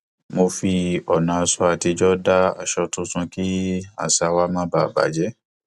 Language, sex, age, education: Yoruba, male, 15-29, tertiary